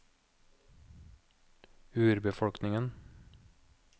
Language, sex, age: Norwegian, male, 29